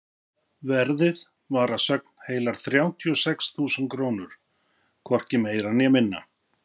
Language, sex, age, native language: Icelandic, male, 50-59, Icelandic